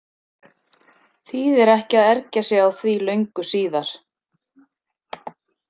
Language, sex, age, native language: Icelandic, female, 30-39, Icelandic